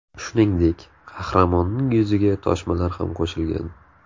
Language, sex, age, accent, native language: Uzbek, male, 18-24, Navoiy, Uzbek